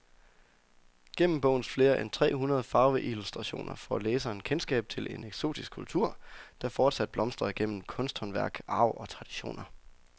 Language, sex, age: Danish, male, 24